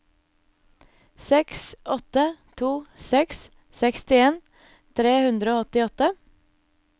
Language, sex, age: Norwegian, female, 24